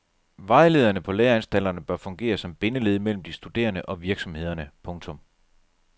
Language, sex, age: Danish, male, 37